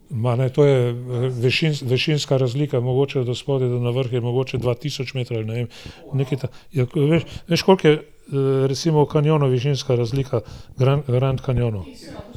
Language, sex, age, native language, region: Slovenian, male, 60+, Slovenian, Gorenjska region